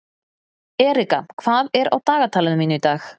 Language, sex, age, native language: Icelandic, female, 30-39, Icelandic